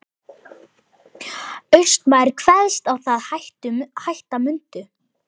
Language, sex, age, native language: Icelandic, male, 11, Icelandic